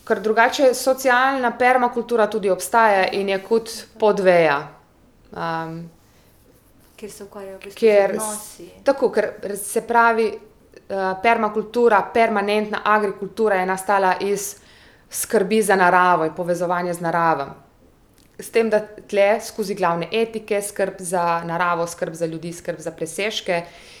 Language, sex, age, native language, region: Slovenian, female, 30-49, Slovenian, Primorsko-notranjska region